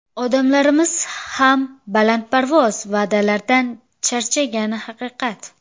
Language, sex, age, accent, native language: Uzbek, female, 18-24, Samarqand, Uzbek